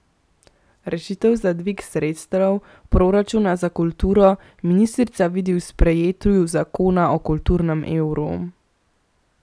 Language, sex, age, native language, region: Slovenian, female, 18-29, Slovenian, Central Slovenia